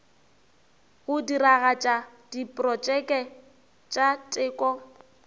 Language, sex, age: Northern Sotho, female, 24